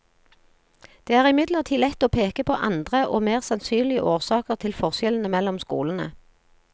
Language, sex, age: Norwegian, female, 40